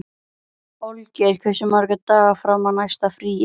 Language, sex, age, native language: Icelandic, female, 11, Icelandic